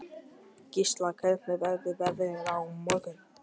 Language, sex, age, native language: Icelandic, male, 12, Icelandic